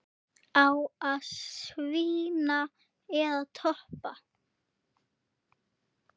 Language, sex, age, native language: Icelandic, female, 8, Icelandic